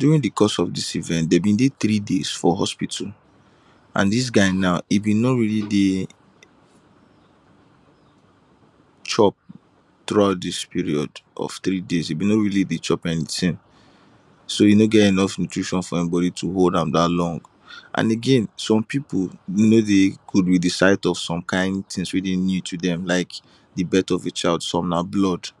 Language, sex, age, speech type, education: Nigerian Pidgin, male, 15-29, spontaneous, tertiary